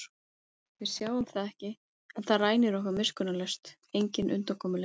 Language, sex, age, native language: Icelandic, female, 30-39, Icelandic